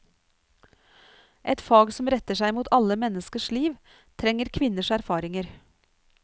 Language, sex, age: Norwegian, female, 49